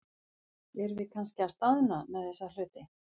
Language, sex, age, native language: Icelandic, female, 50-59, Icelandic